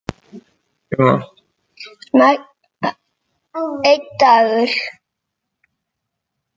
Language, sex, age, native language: Icelandic, female, 7, Icelandic